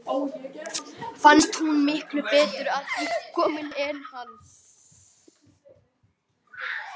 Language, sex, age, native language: Icelandic, male, 12, Icelandic